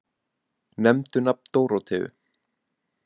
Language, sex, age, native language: Icelandic, male, 18-19, Icelandic